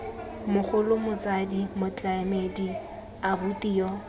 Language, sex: Tswana, female